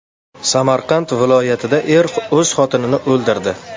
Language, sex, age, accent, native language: Uzbek, male, 25-34, Navoiy, Uzbek